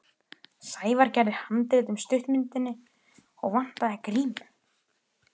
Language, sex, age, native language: Icelandic, male, 11, Icelandic